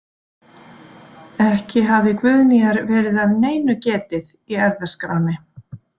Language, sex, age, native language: Icelandic, female, 40-49, Icelandic